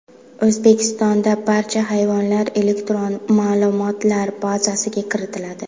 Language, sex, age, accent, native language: Uzbek, female, 19-29, Buxoro, Uzbek